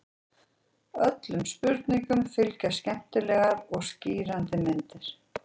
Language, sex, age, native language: Icelandic, female, 40-49, Icelandic